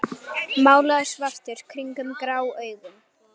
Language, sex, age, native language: Icelandic, female, 9, Icelandic